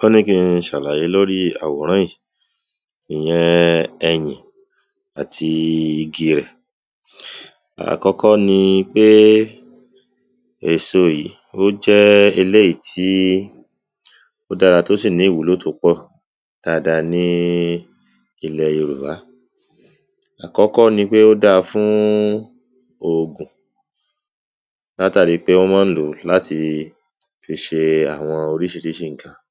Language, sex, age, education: Yoruba, male, 30-45, secondary